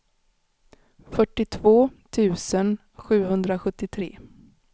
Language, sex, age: Swedish, female, 35